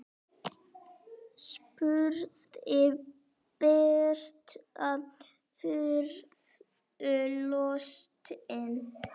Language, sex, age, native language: Icelandic, female, 9, Icelandic